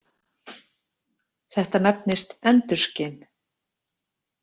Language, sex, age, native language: Icelandic, female, 40-49, Icelandic